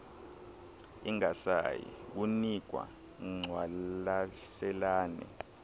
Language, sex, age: Xhosa, male, 23